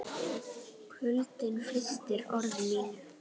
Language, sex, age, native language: Icelandic, female, 9, Icelandic